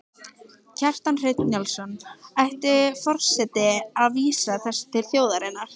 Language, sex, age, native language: Icelandic, female, 15, Icelandic